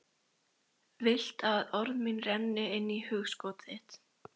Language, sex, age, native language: Icelandic, female, 13, Icelandic